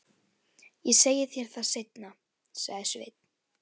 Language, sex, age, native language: Icelandic, female, 11, Icelandic